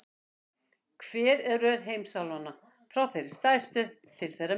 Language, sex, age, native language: Icelandic, female, 60-69, Icelandic